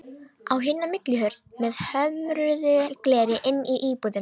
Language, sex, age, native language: Icelandic, female, 18-19, Romanian